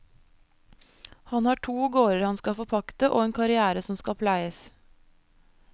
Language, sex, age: Norwegian, female, 25